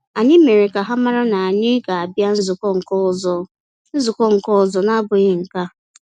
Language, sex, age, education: Igbo, female, 15-29, tertiary